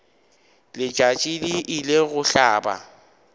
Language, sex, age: Northern Sotho, male, 19